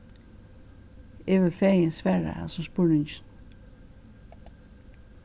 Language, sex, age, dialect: Faroese, female, 61+, Suðurstreymoy